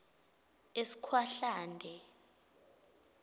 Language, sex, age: Swati, female, 20